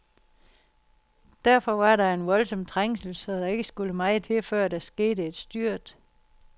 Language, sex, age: Danish, female, 60